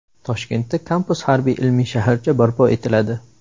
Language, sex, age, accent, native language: Uzbek, male, 18-24, Samarqand, Uzbek